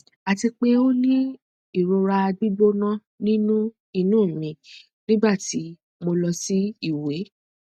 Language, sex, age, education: Yoruba, female, 30-45, tertiary